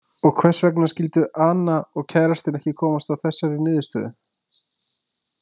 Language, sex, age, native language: Icelandic, male, 20-29, Icelandic